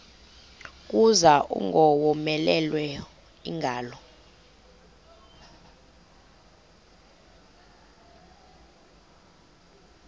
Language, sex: Xhosa, female